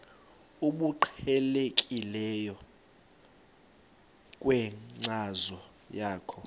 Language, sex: Xhosa, male